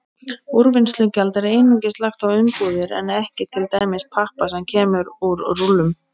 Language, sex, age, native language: Icelandic, female, 20-29, Icelandic